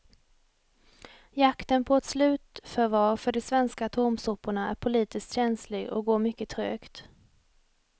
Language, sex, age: Swedish, female, 28